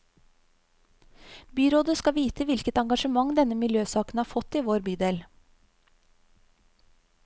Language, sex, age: Norwegian, female, 35